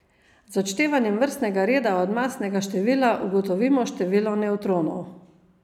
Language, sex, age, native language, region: Slovenian, female, 50-59, Slovenian, Savinja region